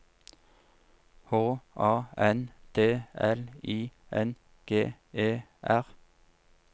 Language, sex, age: Norwegian, male, 47